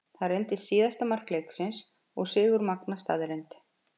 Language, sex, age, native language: Icelandic, female, 50-59, Icelandic